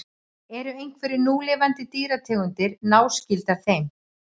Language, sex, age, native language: Icelandic, female, 40-49, Icelandic